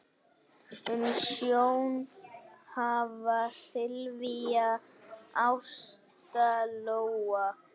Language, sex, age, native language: Icelandic, male, 9, Icelandic